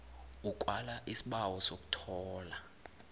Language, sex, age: South Ndebele, male, 21